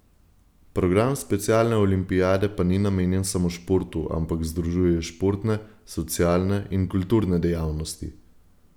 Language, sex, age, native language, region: Slovenian, male, 18-29, Slovenian, Gorenjska region